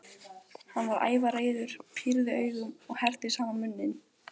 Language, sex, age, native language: Icelandic, female, 12, Icelandic